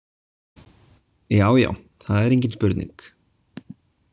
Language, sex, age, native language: Icelandic, male, 20-29, Icelandic